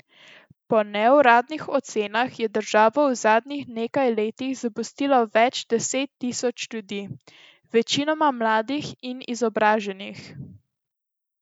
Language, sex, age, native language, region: Slovenian, female, 12-17, Slovenian, Central Slovenia